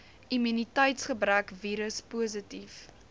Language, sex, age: Afrikaans, female, 19